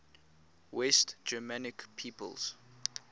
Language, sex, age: English, male, 22